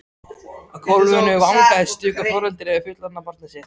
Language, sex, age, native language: Icelandic, male, 13, Icelandic